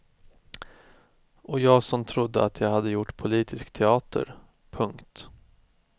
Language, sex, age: Swedish, male, 36